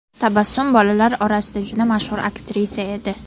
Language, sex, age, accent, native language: Uzbek, female, 12-17, Toshkent shahri, Uzbek